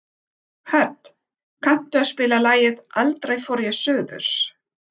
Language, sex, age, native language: Icelandic, female, 50-59, German